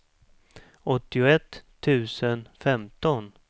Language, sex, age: Swedish, male, 47